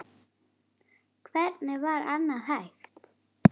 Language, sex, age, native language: Icelandic, female, 8, Icelandic